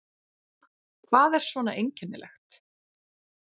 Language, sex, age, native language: Icelandic, female, 40-49, Icelandic